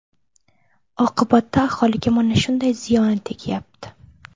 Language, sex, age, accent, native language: Uzbek, female, 18-24, Farg'ona, Uzbek